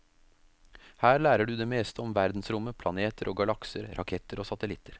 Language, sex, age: Norwegian, male, 33